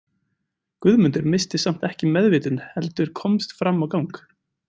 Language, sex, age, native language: Icelandic, male, 20-29, Icelandic